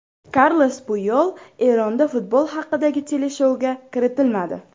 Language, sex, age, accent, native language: Uzbek, female, 12-17, Farg'ona, Uzbek